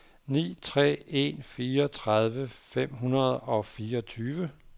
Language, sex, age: Danish, male, 59